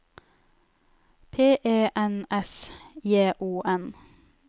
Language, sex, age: Norwegian, female, 31